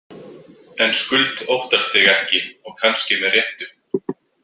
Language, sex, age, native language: Icelandic, male, 20-29, Icelandic